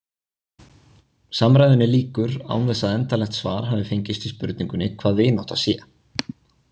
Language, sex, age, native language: Icelandic, male, 20-29, Icelandic